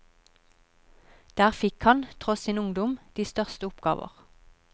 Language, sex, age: Norwegian, female, 31